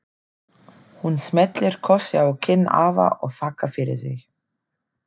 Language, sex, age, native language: Icelandic, female, 40-49, German